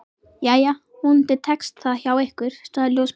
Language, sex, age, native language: Icelandic, female, 11, Icelandic